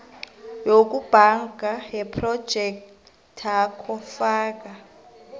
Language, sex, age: South Ndebele, female, 25